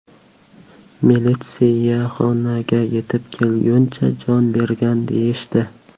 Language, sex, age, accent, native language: Uzbek, male, 18-24, Qashqadaryo, Uzbek